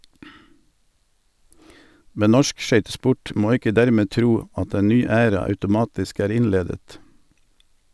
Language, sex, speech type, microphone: Norwegian, male, read, Sennheiser